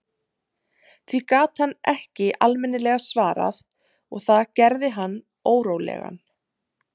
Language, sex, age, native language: Icelandic, female, 30-39, Icelandic